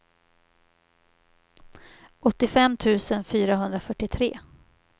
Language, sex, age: Swedish, female, 50